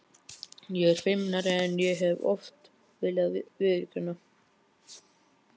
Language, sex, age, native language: Icelandic, male, 12, Icelandic